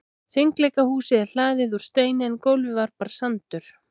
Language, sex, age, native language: Icelandic, female, 16, Icelandic